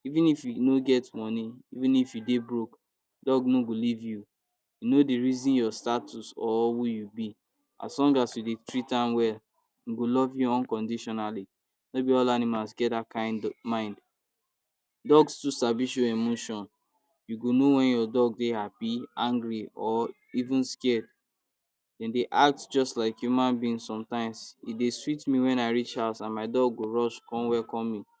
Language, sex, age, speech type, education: Nigerian Pidgin, male, 46-60, spontaneous, tertiary